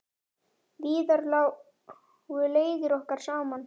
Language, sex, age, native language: Icelandic, male, 9, Icelandic